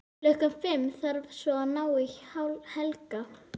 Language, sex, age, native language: Icelandic, female, 11, Icelandic